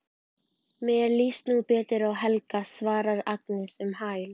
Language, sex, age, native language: Icelandic, female, 12, Icelandic